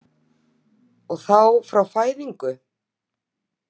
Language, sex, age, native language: Icelandic, female, 50-59, Icelandic